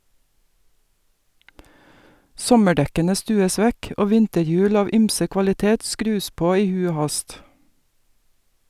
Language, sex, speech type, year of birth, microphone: Norwegian, female, read, 1961, Sennheiser